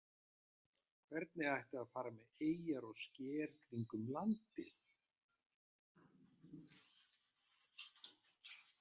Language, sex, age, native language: Icelandic, male, 50-59, Icelandic